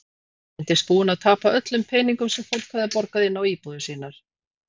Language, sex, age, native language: Icelandic, female, 40-49, Icelandic